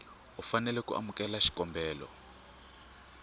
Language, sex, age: Tsonga, male, 24